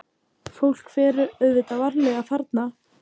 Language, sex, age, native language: Icelandic, female, 18-19, Icelandic